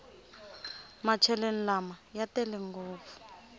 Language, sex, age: Tsonga, female, 25